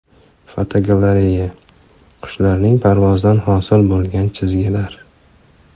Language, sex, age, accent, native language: Uzbek, male, 25-34, Farg'ona, Uzbek